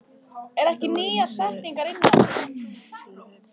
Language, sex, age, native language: Icelandic, female, 14, Icelandic